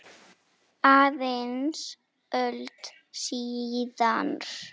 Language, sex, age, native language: Icelandic, female, 7, Icelandic